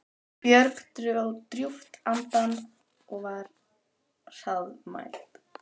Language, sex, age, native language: Icelandic, female, 12, Icelandic